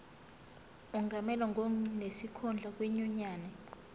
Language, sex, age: Zulu, female, 18